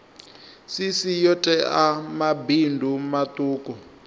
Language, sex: Venda, male